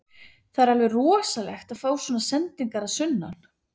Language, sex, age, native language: Icelandic, female, 30-39, Icelandic